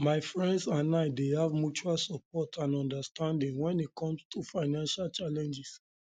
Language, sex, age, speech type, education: Nigerian Pidgin, male, 30-45, spontaneous, tertiary